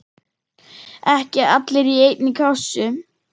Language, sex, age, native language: Icelandic, male, 10, Icelandic